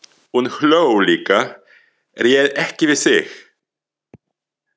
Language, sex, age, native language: Icelandic, male, 40-49, French